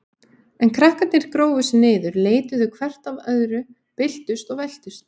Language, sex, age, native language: Icelandic, female, 18-19, Icelandic